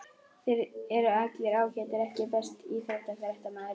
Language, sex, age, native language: Icelandic, female, 11, Icelandic